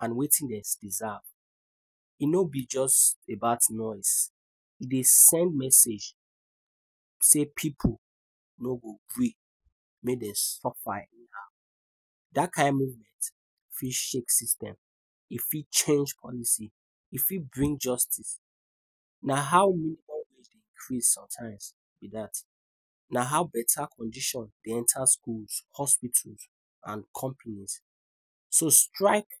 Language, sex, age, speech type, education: Nigerian Pidgin, male, 15-29, spontaneous, tertiary